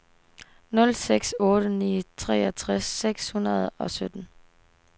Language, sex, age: Danish, female, 18